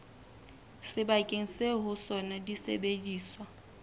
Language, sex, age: Southern Sotho, female, 21